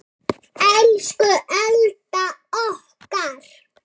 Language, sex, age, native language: Icelandic, male, 7, Icelandic